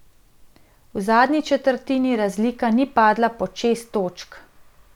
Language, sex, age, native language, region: Slovenian, female, 30-49, Slovenian, Central Slovenia